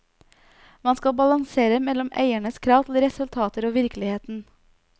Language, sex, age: Norwegian, female, 29